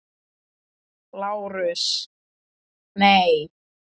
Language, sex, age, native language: Icelandic, male, 10, Icelandic